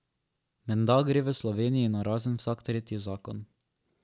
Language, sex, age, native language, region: Slovenian, male, 12-17, Slovenian, Drava region